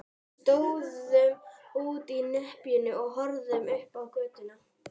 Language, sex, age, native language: Icelandic, female, 12, Icelandic